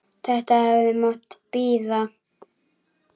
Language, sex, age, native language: Icelandic, female, 10, Icelandic